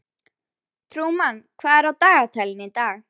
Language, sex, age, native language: Icelandic, female, 11, Icelandic